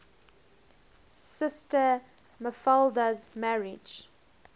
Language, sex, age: English, female, 20